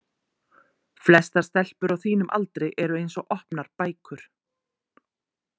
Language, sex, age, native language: Icelandic, female, 40-49, Icelandic